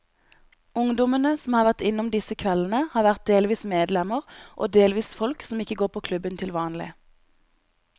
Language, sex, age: Norwegian, female, 26